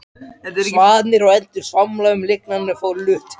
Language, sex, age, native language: Icelandic, male, 13, Icelandic